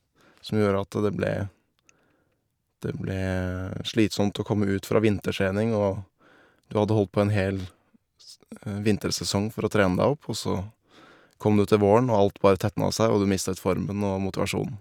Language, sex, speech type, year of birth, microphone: Norwegian, male, spontaneous, 1990, Shure